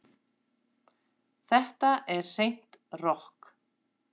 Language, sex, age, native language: Icelandic, female, 30-39, Icelandic